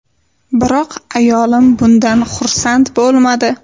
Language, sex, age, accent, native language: Uzbek, female, 18-24, Sirdaryo, Uzbek